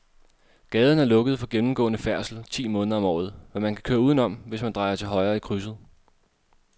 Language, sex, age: Danish, male, 26